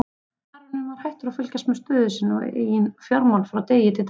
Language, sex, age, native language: Icelandic, female, 30-39, Icelandic